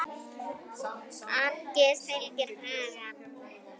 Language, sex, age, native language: Icelandic, female, 10, Icelandic